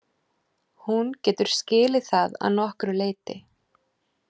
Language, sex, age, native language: Icelandic, female, 30-39, Icelandic